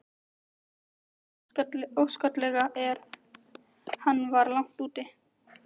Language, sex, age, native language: Icelandic, female, 13, Icelandic